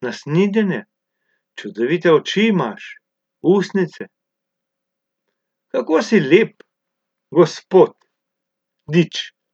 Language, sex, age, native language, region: Slovenian, male, 60+, Slovenian, Abroad